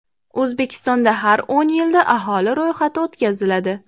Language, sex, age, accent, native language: Uzbek, female, 18-24, Andijon, Uzbek